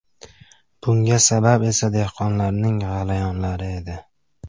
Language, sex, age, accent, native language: Uzbek, male, 18-24, Farg'ona, Uzbek